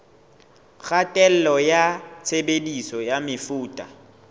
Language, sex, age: Southern Sotho, male, 18